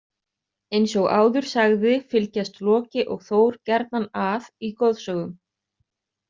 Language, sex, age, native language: Icelandic, other, 30-39, Icelandic